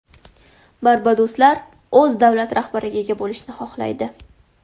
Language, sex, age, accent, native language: Uzbek, female, 18-24, Farg'ona, Uzbek